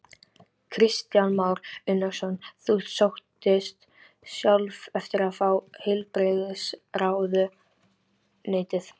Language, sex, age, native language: Icelandic, female, 13, Icelandic